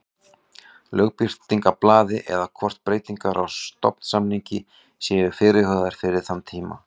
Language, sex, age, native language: Icelandic, male, 40-49, Icelandic